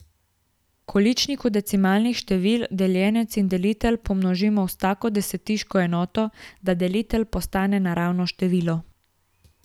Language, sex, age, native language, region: Slovenian, female, 18-29, Slovenian, Gorica region